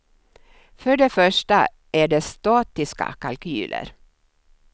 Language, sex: Swedish, female